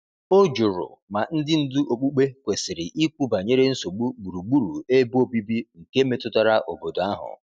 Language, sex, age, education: Igbo, male, 30-45, tertiary